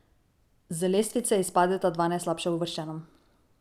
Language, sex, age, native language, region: Slovenian, female, 18-29, Slovenian, Drava region